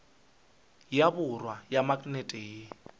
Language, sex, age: Northern Sotho, male, 23